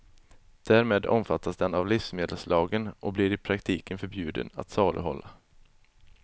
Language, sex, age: Swedish, male, 20